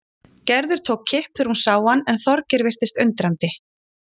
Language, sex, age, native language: Icelandic, female, 40-49, Icelandic